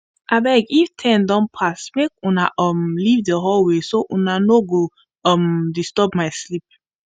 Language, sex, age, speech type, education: Nigerian Pidgin, female, 15-29, spontaneous, tertiary